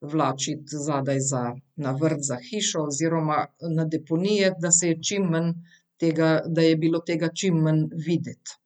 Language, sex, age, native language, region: Slovenian, female, 50-59, Slovenian, Central Slovenia